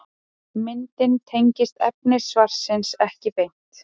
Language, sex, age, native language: Icelandic, female, 30-39, Icelandic